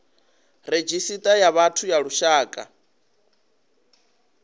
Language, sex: Venda, male